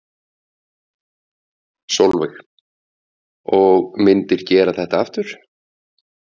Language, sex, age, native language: Icelandic, male, 50-59, Icelandic